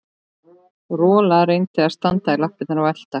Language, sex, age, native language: Icelandic, female, 13, Icelandic